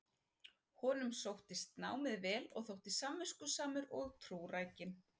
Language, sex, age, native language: Icelandic, female, 40-49, Icelandic